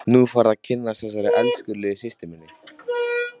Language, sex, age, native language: Icelandic, male, 13, Icelandic